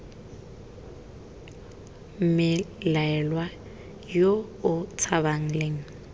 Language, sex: Tswana, female